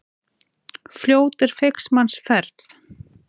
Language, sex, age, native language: Icelandic, female, 40-49, Icelandic